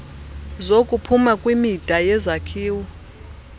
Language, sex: Xhosa, female